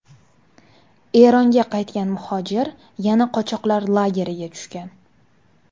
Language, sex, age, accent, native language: Uzbek, female, 19-29, Farg'ona, Uzbek